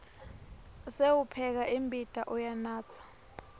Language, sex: Swati, female